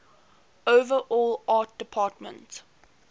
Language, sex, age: English, female, 18